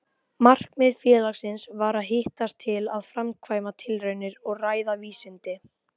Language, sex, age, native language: Icelandic, female, 18-19, Icelandic